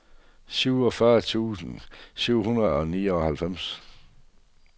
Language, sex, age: Danish, male, 48